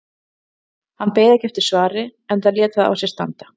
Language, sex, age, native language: Icelandic, female, 40-49, Icelandic